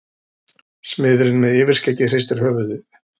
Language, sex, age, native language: Icelandic, male, 40-49, Icelandic